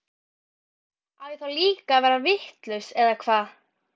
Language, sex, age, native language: Icelandic, female, 12, Icelandic